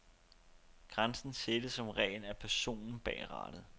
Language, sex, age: Danish, male, 29